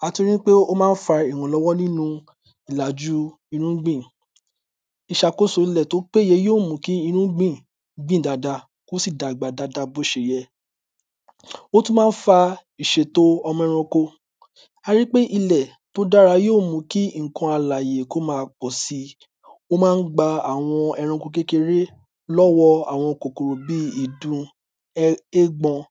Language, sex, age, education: Yoruba, male, 30-45, tertiary